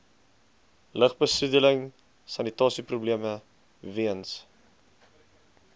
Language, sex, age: Afrikaans, male, 20